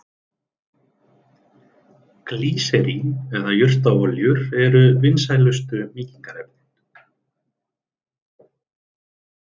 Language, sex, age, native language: Icelandic, male, 30-39, Icelandic